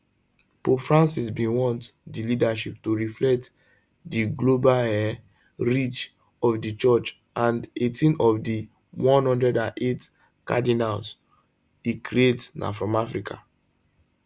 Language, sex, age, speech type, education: Nigerian Pidgin, male, 15-29, spontaneous, tertiary